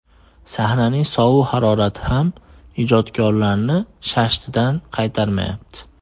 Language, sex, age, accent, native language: Uzbek, male, 18-24, Andijon, Uzbek